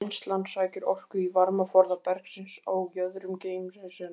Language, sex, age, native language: Icelandic, male, 15, Icelandic